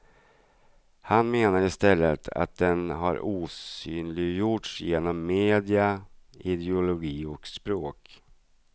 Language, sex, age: Swedish, male, 42